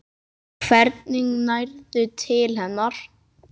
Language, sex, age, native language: Icelandic, male, 9, Icelandic